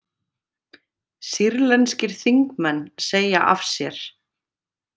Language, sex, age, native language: Icelandic, female, 30-39, Icelandic